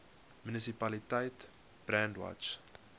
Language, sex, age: Afrikaans, male, 21